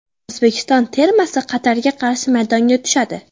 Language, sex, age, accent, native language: Uzbek, female, 12-17, Farg'ona, Uzbek